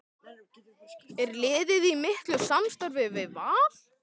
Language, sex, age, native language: Icelandic, male, 12, Icelandic